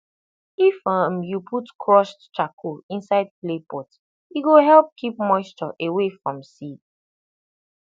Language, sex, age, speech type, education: Nigerian Pidgin, female, 30-45, spontaneous, tertiary